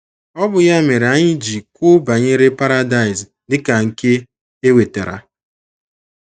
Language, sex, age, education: Igbo, female, 15-29, tertiary